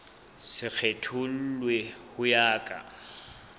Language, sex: Southern Sotho, male